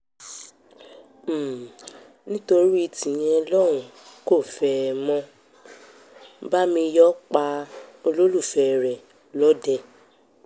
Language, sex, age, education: Yoruba, female, 15-29, tertiary